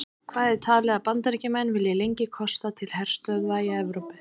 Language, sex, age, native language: Icelandic, female, 30-39, Icelandic